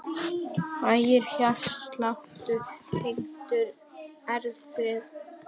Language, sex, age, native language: Icelandic, female, 18-19, Icelandic